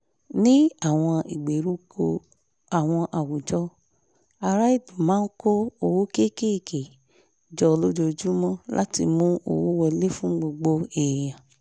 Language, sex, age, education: Yoruba, female, 15-29, tertiary